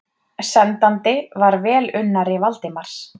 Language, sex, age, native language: Icelandic, female, 30-39, Icelandic